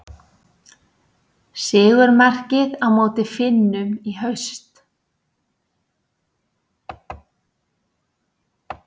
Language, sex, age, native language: Icelandic, female, 60-69, Icelandic